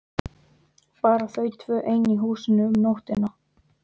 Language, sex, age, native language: Icelandic, male, 12, Icelandic